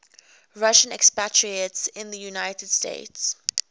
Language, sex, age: English, female, 21